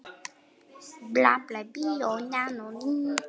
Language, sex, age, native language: Icelandic, male, 9, Polish